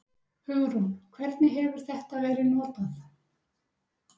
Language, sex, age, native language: Icelandic, female, 60-69, Icelandic